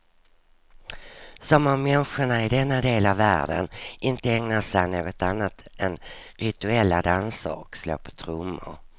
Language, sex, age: Swedish, female, 59